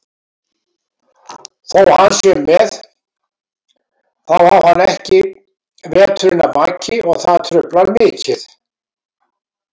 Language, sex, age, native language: Icelandic, male, 70-79, Icelandic